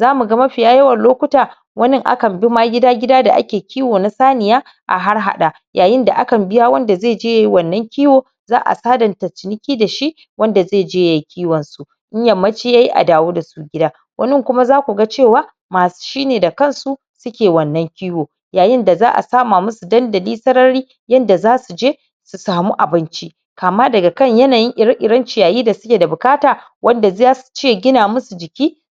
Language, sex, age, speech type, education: Hausa, female, 30-45, spontaneous, tertiary